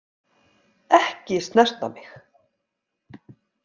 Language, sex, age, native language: Icelandic, female, 50-59, Icelandic